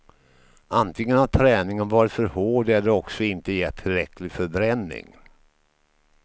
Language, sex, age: Swedish, male, 53